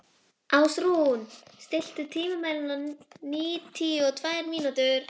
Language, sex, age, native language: Icelandic, female, 11, Icelandic